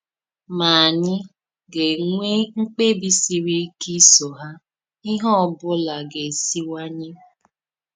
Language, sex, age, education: Igbo, female, 15-29, tertiary